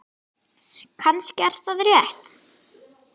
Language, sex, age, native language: Icelandic, female, 10, Icelandic